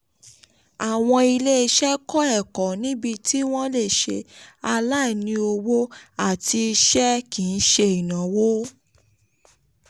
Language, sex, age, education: Yoruba, female, 15-29, tertiary